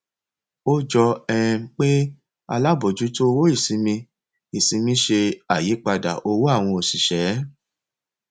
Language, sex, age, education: Yoruba, male, 30-45, tertiary